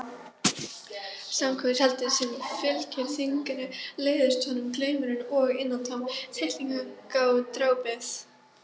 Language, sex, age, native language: Icelandic, female, 12, Icelandic